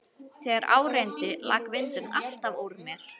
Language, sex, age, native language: Icelandic, female, 11, Icelandic